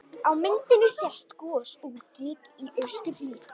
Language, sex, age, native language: Icelandic, female, 13, Icelandic